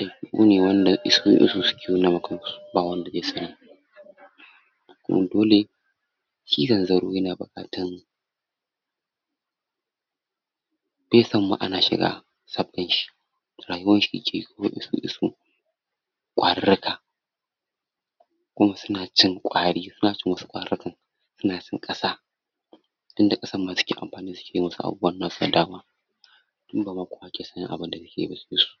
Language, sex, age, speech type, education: Hausa, male, 46-60, spontaneous, tertiary